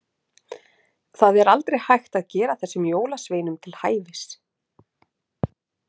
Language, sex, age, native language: Icelandic, female, 40-49, Icelandic